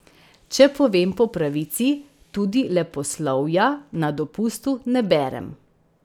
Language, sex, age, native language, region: Slovenian, female, 30-49, Slovenian, Central Slovenia